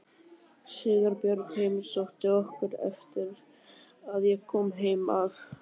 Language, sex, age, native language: Icelandic, male, 12, Icelandic